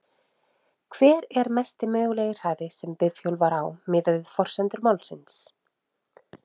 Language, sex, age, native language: Icelandic, female, 30-39, Icelandic